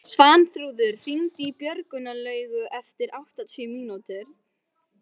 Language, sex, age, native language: Icelandic, female, 11, Icelandic